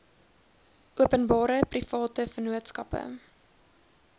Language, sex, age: Afrikaans, female, 20